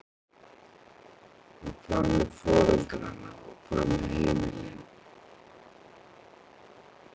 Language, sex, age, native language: Icelandic, male, 50-59, Icelandic